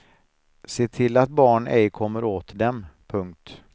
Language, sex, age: Swedish, male, 49